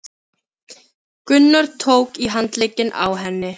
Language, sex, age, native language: Icelandic, female, 15, Filipino